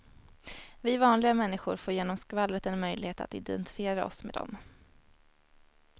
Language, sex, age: Swedish, female, 21